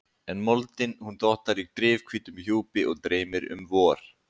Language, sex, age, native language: Icelandic, male, 20-29, Icelandic